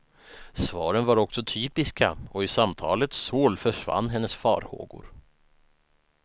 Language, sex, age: Swedish, male, 19